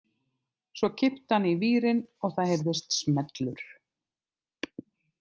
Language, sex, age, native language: Icelandic, other, 50-59, Icelandic